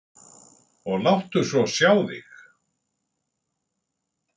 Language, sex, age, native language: Icelandic, male, 60-69, Icelandic